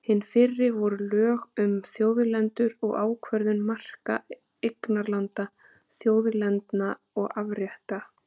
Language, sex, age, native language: Icelandic, female, 30-39, Icelandic